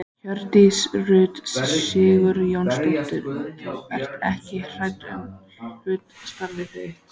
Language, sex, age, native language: Icelandic, female, 14, Icelandic